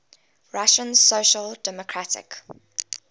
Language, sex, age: English, female, 20